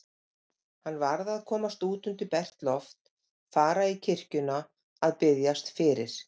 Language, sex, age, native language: Icelandic, female, 50-59, Icelandic